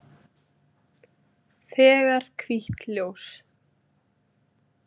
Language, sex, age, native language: Icelandic, female, 30-39, Icelandic